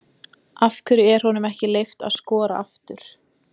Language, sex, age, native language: Icelandic, female, 20-29, Icelandic